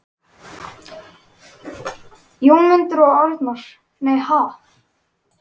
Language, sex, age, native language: Icelandic, male, 11, Icelandic